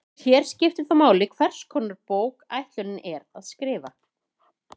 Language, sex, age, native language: Icelandic, female, 30-39, Icelandic